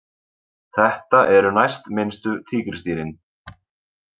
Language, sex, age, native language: Icelandic, male, 20-29, Icelandic